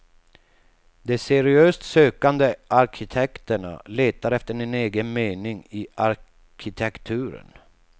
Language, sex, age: Swedish, male, 48